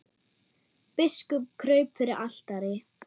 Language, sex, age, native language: Icelandic, female, 9, German